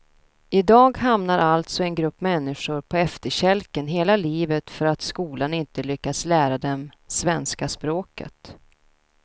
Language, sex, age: Swedish, female, 32